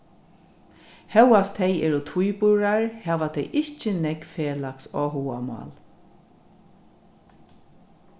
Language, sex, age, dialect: Faroese, female, 36-60, Norðurstreymoy/Eysturoy